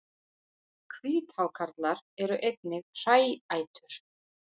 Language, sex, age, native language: Icelandic, female, 40-49, Icelandic